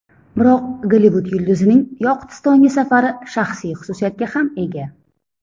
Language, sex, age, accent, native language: Uzbek, female, 30-39, Toshkent shahri, Uzbek